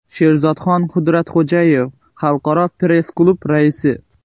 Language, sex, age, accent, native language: Uzbek, male, 18-24, Xorazm, Uzbek